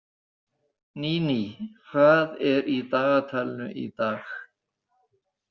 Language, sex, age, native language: Icelandic, male, 80-89, Icelandic